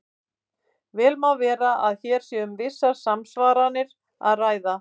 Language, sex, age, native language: Icelandic, female, 50-59, Icelandic